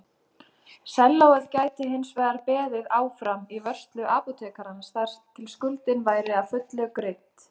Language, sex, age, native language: Icelandic, female, 30-39, Icelandic